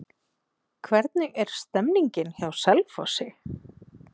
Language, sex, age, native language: Icelandic, female, 20-29, Icelandic